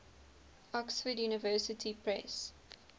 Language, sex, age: English, female, 19